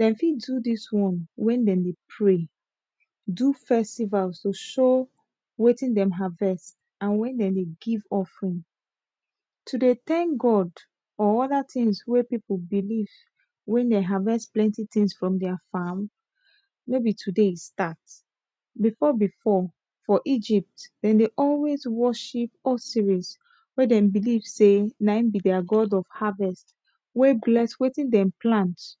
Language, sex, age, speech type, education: Nigerian Pidgin, female, 15-29, spontaneous, tertiary